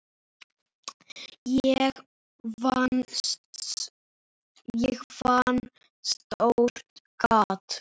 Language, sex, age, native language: Icelandic, male, 7, Icelandic